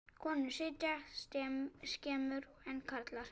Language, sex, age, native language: Icelandic, female, 9, Icelandic